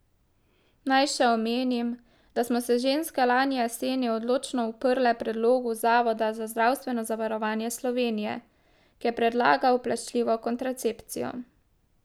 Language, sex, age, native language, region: Slovenian, female, 18-29, Slovenian, Drava region